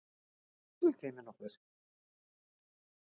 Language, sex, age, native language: Icelandic, female, 60-69, Icelandic